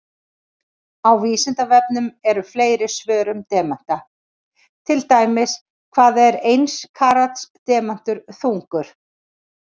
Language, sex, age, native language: Icelandic, female, 40-49, Icelandic